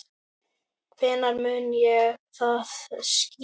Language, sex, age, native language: Icelandic, male, 9, Icelandic